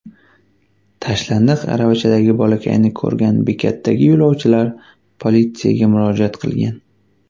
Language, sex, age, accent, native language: Uzbek, male, 19-29, Qashqadaryo, Uzbek